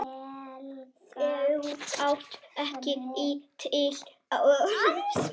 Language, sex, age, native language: Icelandic, male, 7, Icelandic